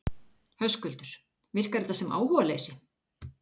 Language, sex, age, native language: Icelandic, female, 40-49, Icelandic